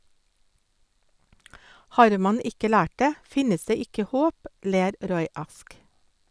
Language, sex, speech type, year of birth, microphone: Norwegian, female, read, 1956, Sennheiser